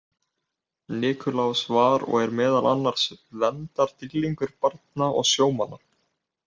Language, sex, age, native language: Icelandic, male, 18-19, Icelandic